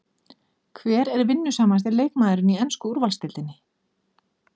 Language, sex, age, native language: Icelandic, female, 40-49, Icelandic